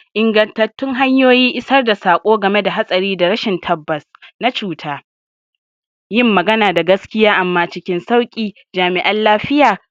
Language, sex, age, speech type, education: Hausa, male, 46-60, spontaneous, tertiary